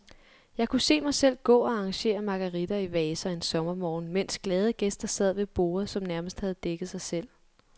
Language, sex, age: Danish, female, 23